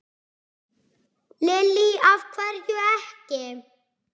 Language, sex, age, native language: Icelandic, male, 6, Icelandic